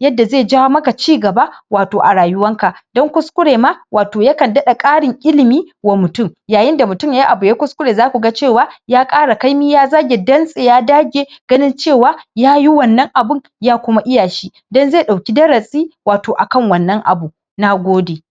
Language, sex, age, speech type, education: Hausa, male, 15-29, spontaneous, secondary